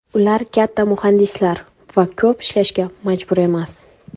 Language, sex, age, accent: Uzbek, female, 18-24, Qoraqalpog'iston